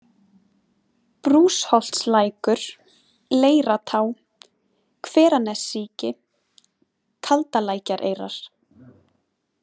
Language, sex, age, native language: Icelandic, female, 20-29, Icelandic